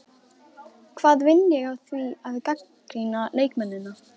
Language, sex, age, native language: Icelandic, female, 12, Icelandic